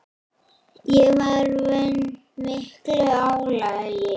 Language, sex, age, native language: Icelandic, female, 7, Icelandic